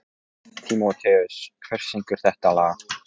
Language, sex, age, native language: Icelandic, male, 14, Polish